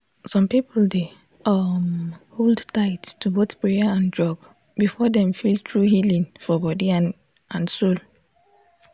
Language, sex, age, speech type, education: Nigerian Pidgin, female, 15-29, spontaneous, tertiary